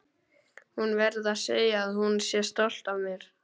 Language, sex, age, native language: Icelandic, male, 12, Icelandic